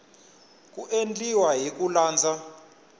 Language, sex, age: Tsonga, male, 21